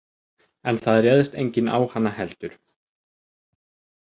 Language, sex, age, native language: Icelandic, male, 18-19, Icelandic